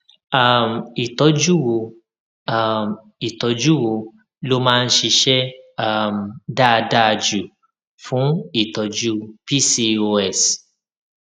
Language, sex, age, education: Yoruba, male, 30-45, tertiary